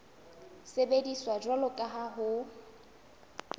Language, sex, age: Southern Sotho, female, 22